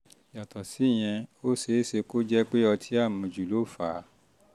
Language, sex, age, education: Yoruba, male, 30-45, tertiary